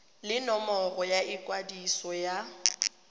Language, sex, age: Tswana, female, 31